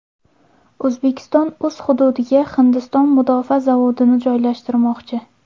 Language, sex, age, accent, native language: Uzbek, female, 18-24, Samarqand, Uzbek